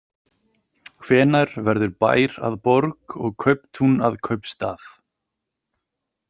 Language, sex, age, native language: Icelandic, male, 30-39, Icelandic